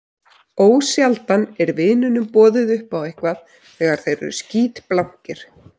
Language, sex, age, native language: Icelandic, female, 30-39, Icelandic